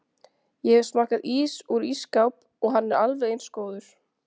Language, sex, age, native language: Icelandic, female, 20-29, Icelandic